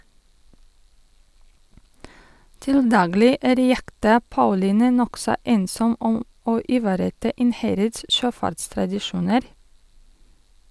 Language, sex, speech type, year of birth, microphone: Norwegian, female, read, 1982, Sennheiser